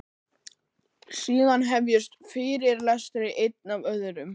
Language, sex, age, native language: Icelandic, male, 11, Icelandic